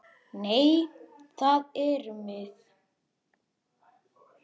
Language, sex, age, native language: Icelandic, male, 10, Icelandic